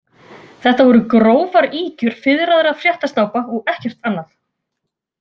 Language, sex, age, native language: Icelandic, female, 40-49, Icelandic